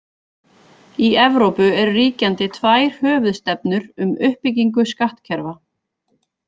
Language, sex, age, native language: Icelandic, female, 40-49, Icelandic